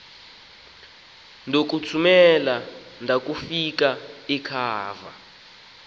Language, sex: Xhosa, male